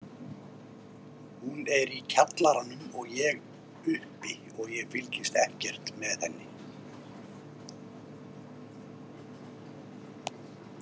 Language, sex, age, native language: Icelandic, male, 50-59, Icelandic